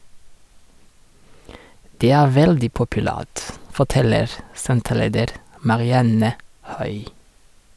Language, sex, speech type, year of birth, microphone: Norwegian, male, read, 1986, Sennheiser